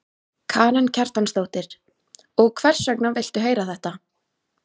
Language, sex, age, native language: Icelandic, female, 20-29, Icelandic